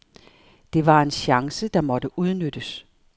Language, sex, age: Danish, female, 58